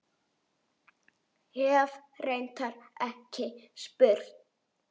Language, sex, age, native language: Icelandic, male, 8, Icelandic